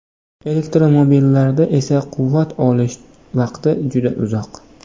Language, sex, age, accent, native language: Uzbek, male, 18-24, Namangan, Uzbek